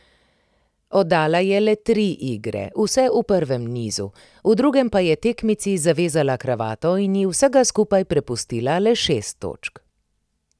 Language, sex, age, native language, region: Slovenian, female, 30-49, Slovenian, Primorsko-notranjska region